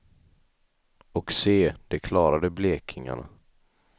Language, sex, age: Swedish, male, 18